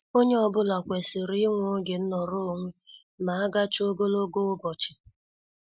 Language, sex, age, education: Igbo, female, 30-45, secondary